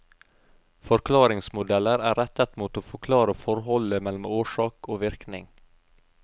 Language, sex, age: Norwegian, male, 32